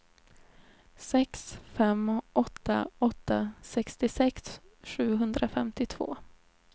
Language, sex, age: Swedish, female, 20